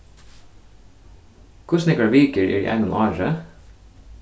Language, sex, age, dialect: Faroese, male, 15-35, Suðurstreymoy